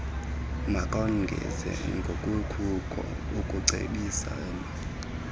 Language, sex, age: Xhosa, male, 26